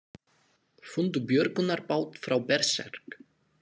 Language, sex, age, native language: Icelandic, male, 20-29, Slovak